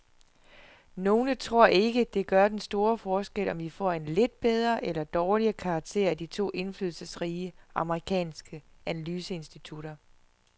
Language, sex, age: Danish, female, 41